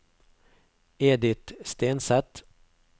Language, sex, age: Norwegian, male, 48